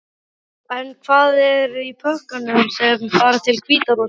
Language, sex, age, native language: Icelandic, male, 12, Icelandic